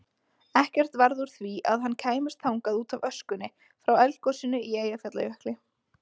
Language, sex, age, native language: Icelandic, female, 20-29, Icelandic